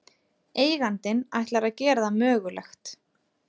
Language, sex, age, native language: Icelandic, female, 30-39, Icelandic